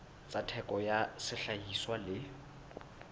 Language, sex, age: Southern Sotho, male, 22